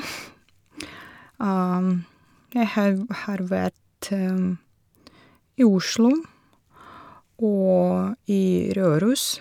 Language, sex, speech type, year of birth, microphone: Norwegian, female, spontaneous, 1982, Shure